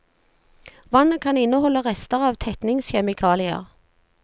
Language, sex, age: Norwegian, female, 40